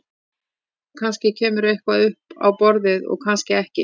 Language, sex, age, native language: Icelandic, female, 50-59, Icelandic